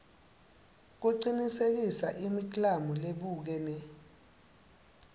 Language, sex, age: Swati, male, 19